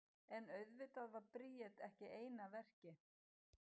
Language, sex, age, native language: Icelandic, female, 50-59, Icelandic